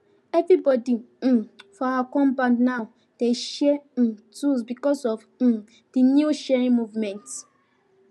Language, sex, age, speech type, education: Nigerian Pidgin, female, 15-29, spontaneous, tertiary